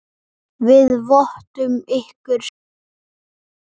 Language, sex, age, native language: Icelandic, male, 8, Icelandic